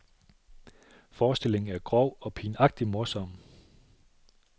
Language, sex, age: Danish, male, 37